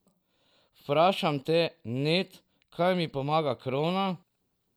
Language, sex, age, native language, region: Slovenian, male, 50-59, Slovenian, Drava region